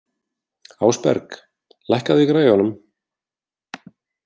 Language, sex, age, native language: Icelandic, male, 40-49, Icelandic